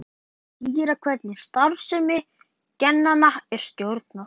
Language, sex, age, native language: Icelandic, male, 20-29, Icelandic